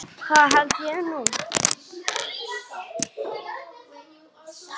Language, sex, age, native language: Icelandic, male, 9, Icelandic